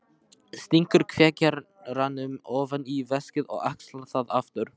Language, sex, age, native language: Icelandic, male, 12, Icelandic